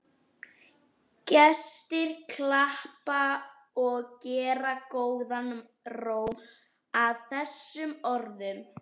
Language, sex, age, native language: Icelandic, female, 11, Icelandic